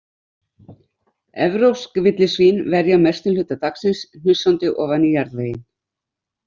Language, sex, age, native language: Icelandic, female, 60-69, Icelandic